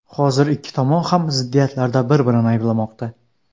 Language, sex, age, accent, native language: Uzbek, male, under 19, Xorazm, Uzbek